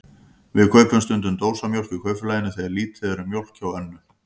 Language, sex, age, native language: Icelandic, male, 50-59, Icelandic